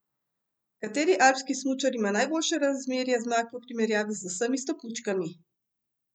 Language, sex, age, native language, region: Slovenian, female, 50-59, Slovenian, Central Slovenia